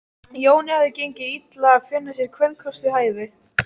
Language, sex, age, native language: Icelandic, female, 13, Icelandic